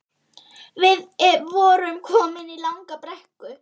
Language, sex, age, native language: Icelandic, female, 13, Icelandic